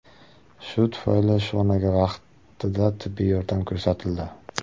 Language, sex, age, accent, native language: Uzbek, male, 18-24, Surxondaryo, Uzbek